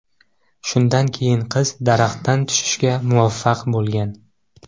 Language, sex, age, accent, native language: Uzbek, male, 18-24, Qashqadaryo, Uzbek